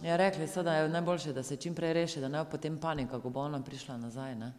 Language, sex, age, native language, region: Slovenian, female, 30-49, Slovenian, Drava region